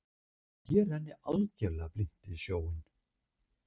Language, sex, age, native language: Icelandic, male, 60-69, Icelandic